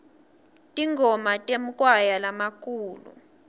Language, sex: Swati, female